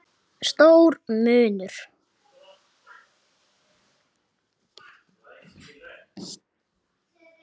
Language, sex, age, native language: Icelandic, male, 8, Icelandic